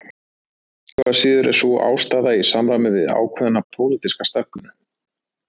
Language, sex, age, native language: Icelandic, male, 30-39, Icelandic